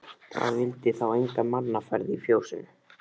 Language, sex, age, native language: Icelandic, male, 13, Icelandic